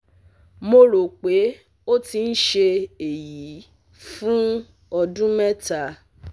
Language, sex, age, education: Yoruba, female, 30-45, tertiary